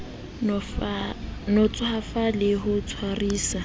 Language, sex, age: Southern Sotho, female, 19